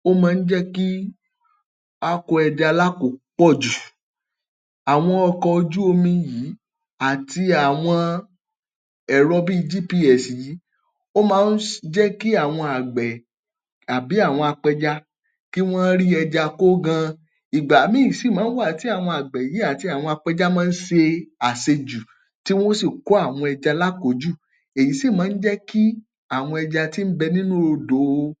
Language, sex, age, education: Yoruba, male, 30-45, tertiary